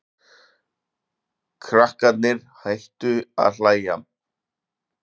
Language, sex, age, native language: Icelandic, male, 40-49, Icelandic